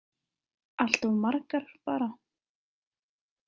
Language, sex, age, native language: Icelandic, female, 20-29, Icelandic